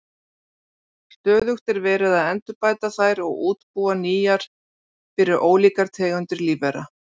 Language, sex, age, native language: Icelandic, female, 40-49, Icelandic